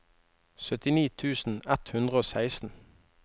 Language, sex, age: Norwegian, male, 21